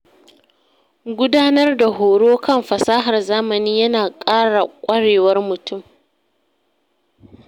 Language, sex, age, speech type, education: Hausa, female, 30-45, read, secondary